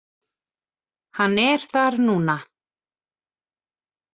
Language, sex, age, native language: Icelandic, female, 40-49, Icelandic